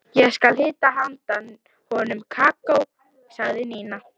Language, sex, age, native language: Icelandic, female, 12, Icelandic